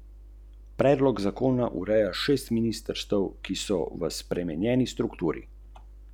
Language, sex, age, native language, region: Slovenian, male, 30-49, Slovenian, Central Slovenia